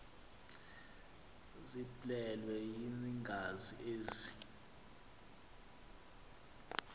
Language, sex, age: Xhosa, male, 26